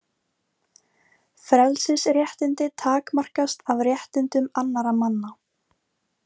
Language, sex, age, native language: Icelandic, female, 18-19, Icelandic